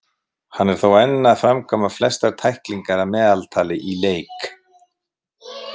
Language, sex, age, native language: Icelandic, male, 50-59, Icelandic